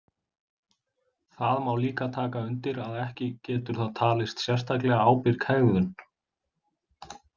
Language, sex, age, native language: Icelandic, male, 20-29, Icelandic